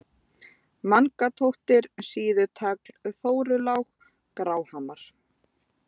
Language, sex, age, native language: Icelandic, female, 20-29, Icelandic